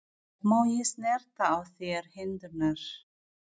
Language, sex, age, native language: Icelandic, female, 40-49, Filipino